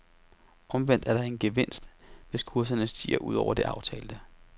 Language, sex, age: Danish, male, 33